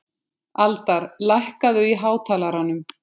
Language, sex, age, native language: Icelandic, female, 50-59, Icelandic